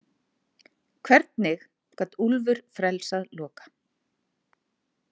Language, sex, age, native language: Icelandic, female, 30-39, Icelandic